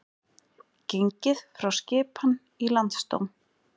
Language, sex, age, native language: Icelandic, female, 20-29, Icelandic